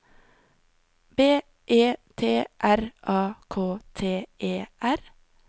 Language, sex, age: Norwegian, female, 20